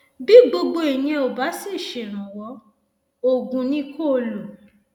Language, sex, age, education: Yoruba, female, 30-45, tertiary